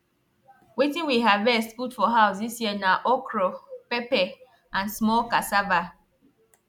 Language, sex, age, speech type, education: Nigerian Pidgin, female, 15-29, spontaneous, tertiary